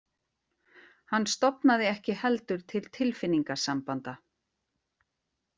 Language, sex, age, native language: Icelandic, female, 40-49, Icelandic